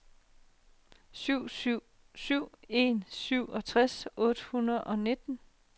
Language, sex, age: Danish, female, 30